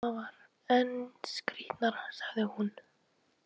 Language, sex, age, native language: Icelandic, female, 18-19, Icelandic